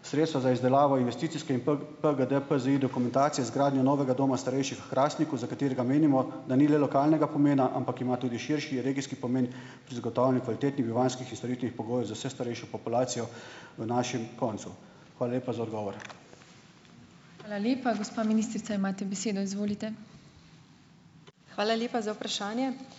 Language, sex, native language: Slovenian, male, Slovenian